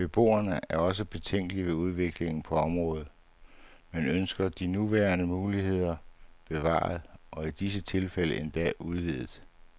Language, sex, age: Danish, male, 59